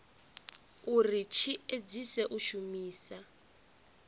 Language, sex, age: Venda, female, 24